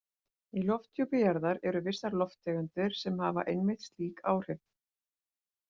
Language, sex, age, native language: Icelandic, female, 40-49, Icelandic